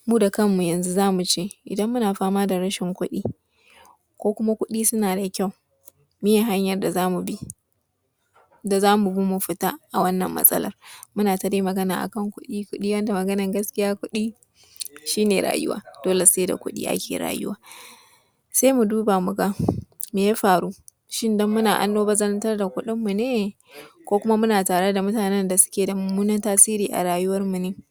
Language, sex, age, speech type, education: Hausa, female, 15-29, spontaneous, tertiary